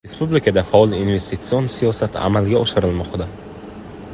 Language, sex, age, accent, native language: Uzbek, male, 18-24, Qashqadaryo, Uzbek